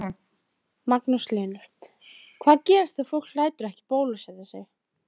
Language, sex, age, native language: Icelandic, female, 13, Icelandic